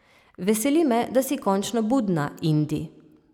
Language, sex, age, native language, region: Slovenian, female, 30-49, Slovenian, Savinja region